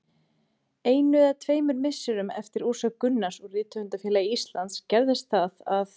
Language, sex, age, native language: Icelandic, female, 30-39, Icelandic